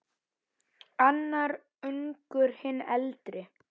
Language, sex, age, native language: Icelandic, male, 9, Icelandic